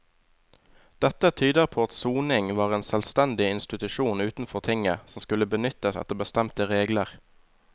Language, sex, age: Norwegian, male, 20